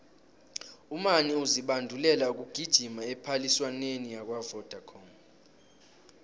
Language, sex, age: South Ndebele, male, 18